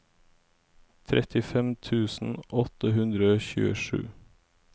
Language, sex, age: Norwegian, male, 17